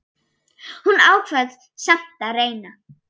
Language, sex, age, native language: Icelandic, female, 8, Icelandic